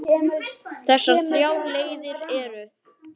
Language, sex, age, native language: Icelandic, male, 10, Icelandic